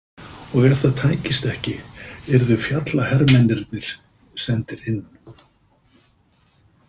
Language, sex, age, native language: Icelandic, male, 50-59, Icelandic